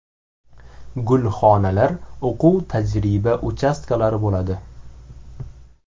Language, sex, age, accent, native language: Uzbek, male, 18-24, Samarqand, Uzbek